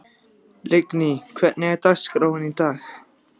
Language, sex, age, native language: Icelandic, other, 14, Icelandic